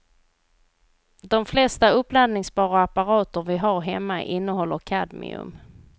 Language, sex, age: Swedish, female, 38